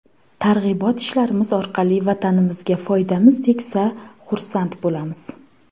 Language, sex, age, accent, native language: Uzbek, female, 19-29, Farg'ona, Uzbek